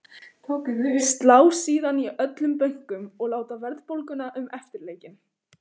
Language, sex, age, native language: Icelandic, female, 15, Icelandic